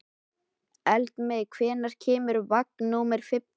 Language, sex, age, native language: Icelandic, male, 12, Icelandic